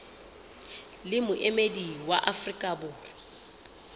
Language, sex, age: Southern Sotho, female, 29